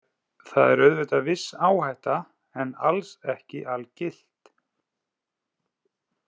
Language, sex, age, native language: Icelandic, male, 30-39, Icelandic